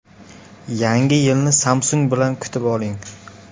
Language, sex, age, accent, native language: Uzbek, male, 18-24, Samarqand, Uzbek